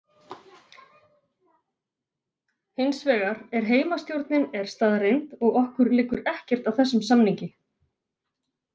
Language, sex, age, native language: Icelandic, female, 40-49, Icelandic